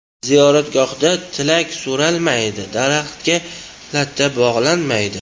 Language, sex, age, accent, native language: Uzbek, male, 25-34, Toshkent shahri, Uzbek